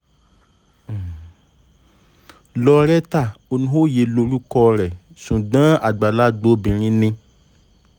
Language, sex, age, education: Yoruba, male, 30-45, tertiary